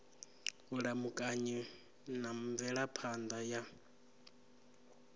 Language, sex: Venda, male